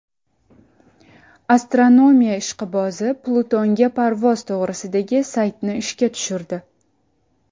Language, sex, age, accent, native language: Uzbek, female, 19-29, Samarqand, Uzbek